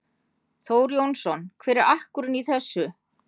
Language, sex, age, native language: Icelandic, female, 50-59, Icelandic